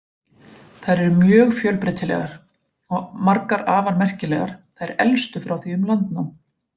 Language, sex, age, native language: Icelandic, female, 40-49, Icelandic